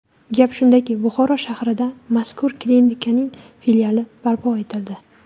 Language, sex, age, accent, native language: Uzbek, female, 18-24, Qashqadaryo, Uzbek